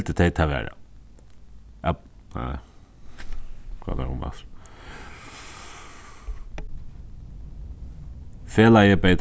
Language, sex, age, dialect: Faroese, male, 15-35, Suðuroy